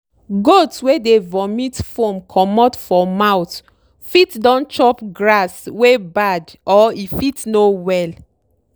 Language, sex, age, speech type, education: Nigerian Pidgin, female, 30-45, spontaneous, tertiary